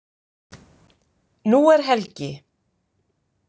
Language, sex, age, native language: Icelandic, female, 50-59, Icelandic